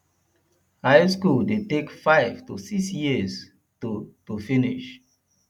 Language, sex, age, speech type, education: Nigerian Pidgin, male, 30-45, spontaneous, tertiary